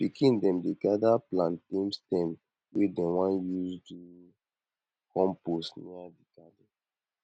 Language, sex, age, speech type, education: Nigerian Pidgin, male, 15-29, spontaneous, tertiary